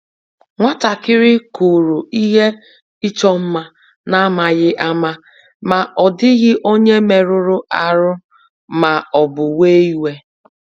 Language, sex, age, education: Igbo, female, 30-45, tertiary